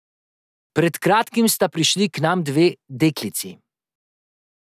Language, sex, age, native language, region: Slovenian, male, 30-49, Slovenian, Drava region